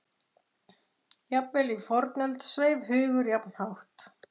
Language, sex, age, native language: Icelandic, female, 40-49, Icelandic